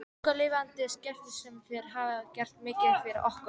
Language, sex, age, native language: Icelandic, female, 12, Icelandic